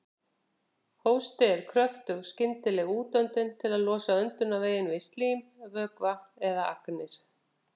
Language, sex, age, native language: Icelandic, female, 50-59, Icelandic